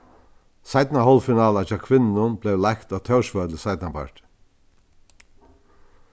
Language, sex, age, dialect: Faroese, male, 61+, Vágar